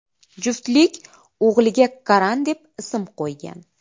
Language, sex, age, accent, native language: Uzbek, female, 25-34, Qashqadaryo, Uzbek